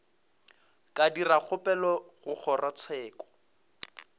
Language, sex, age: Northern Sotho, male, 22